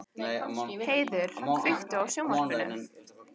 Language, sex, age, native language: Icelandic, female, 18-19, Icelandic